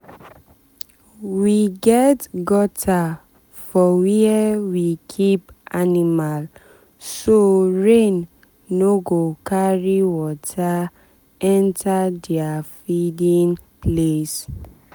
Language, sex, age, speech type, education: Nigerian Pidgin, female, 15-29, spontaneous, tertiary